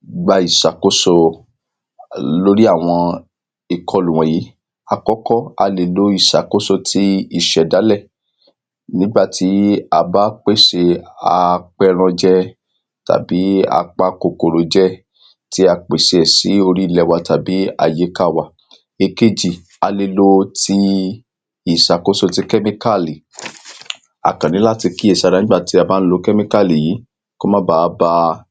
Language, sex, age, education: Yoruba, male, 30-45, secondary